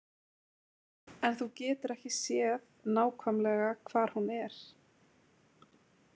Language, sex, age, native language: Icelandic, female, 20-29, Icelandic